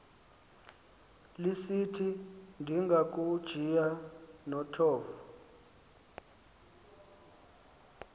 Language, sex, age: Xhosa, male, 19